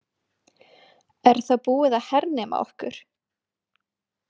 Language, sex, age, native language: Icelandic, female, 20-29, Icelandic